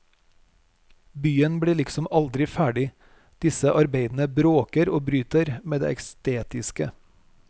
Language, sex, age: Norwegian, male, 41